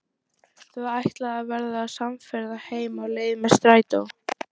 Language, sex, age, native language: Icelandic, female, 12, Icelandic